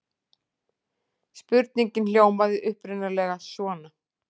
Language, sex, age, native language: Icelandic, female, 40-49, Icelandic